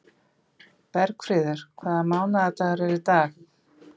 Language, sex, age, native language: Icelandic, female, 50-59, Icelandic